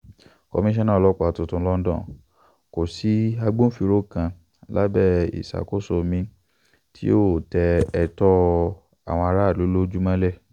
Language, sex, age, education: Yoruba, male, 15-29, tertiary